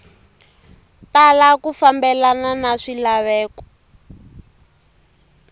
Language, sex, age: Tsonga, female, 23